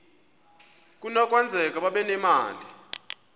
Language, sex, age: Xhosa, male, 24